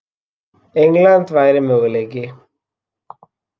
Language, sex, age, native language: Icelandic, male, 40-49, Icelandic